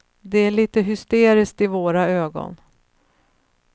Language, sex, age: Swedish, female, 35